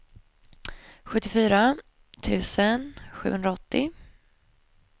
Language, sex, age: Swedish, female, 25